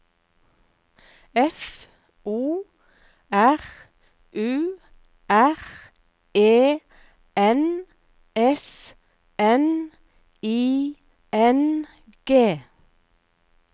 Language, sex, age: Norwegian, female, 59